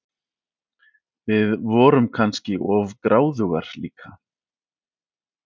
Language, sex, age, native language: Icelandic, male, 40-49, Icelandic